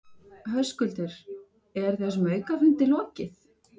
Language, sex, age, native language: Icelandic, female, 50-59, Icelandic